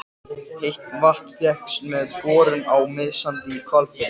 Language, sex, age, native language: Icelandic, male, 13, Icelandic